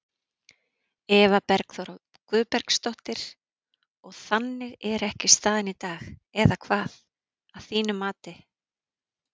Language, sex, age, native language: Icelandic, female, 40-49, Icelandic